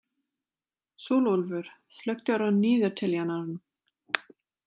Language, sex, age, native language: Icelandic, female, 30-39, German